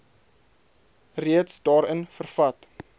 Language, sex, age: Afrikaans, male, 22